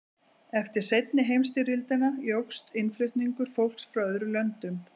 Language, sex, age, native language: Icelandic, female, 40-49, Icelandic